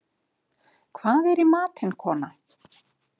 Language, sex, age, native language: Icelandic, female, 50-59, Icelandic